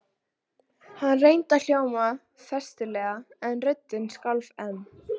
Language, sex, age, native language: Icelandic, female, 12, Icelandic